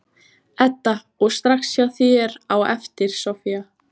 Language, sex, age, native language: Icelandic, female, 14, Icelandic